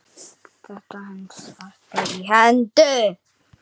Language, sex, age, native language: Icelandic, female, 8, Icelandic